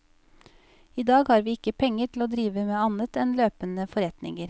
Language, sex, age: Norwegian, female, 28